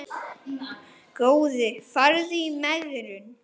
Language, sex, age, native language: Icelandic, male, 9, Icelandic